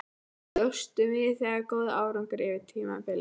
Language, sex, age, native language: Icelandic, female, 12, Icelandic